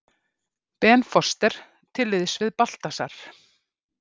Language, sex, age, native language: Icelandic, female, 50-59, Icelandic